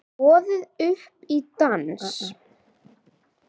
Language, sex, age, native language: Icelandic, male, 9, Icelandic